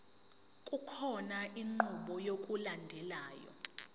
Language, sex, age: Zulu, female, 19